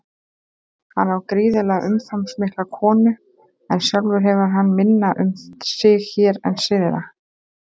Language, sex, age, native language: Icelandic, female, 30-39, Icelandic